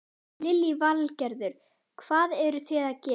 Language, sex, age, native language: Icelandic, female, 11, Icelandic